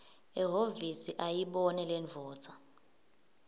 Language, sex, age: Swati, female, 18